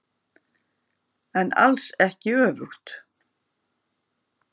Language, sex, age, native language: Icelandic, female, 50-59, Icelandic